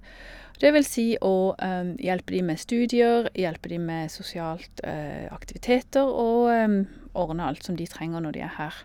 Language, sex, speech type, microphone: Norwegian, female, spontaneous, Shure